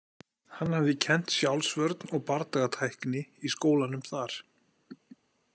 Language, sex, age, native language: Icelandic, male, 40-49, Icelandic